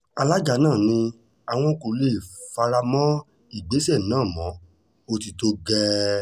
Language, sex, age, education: Yoruba, male, 30-45, tertiary